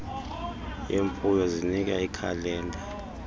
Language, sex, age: Xhosa, male, 38